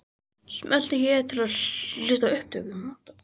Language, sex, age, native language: Icelandic, male, 20-29, Icelandic